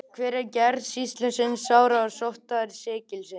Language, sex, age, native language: Icelandic, male, 18-19, Icelandic